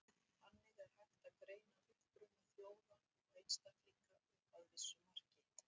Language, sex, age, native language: Icelandic, female, 60-69, Icelandic